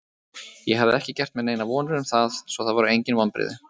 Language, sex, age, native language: Icelandic, male, 30-39, Icelandic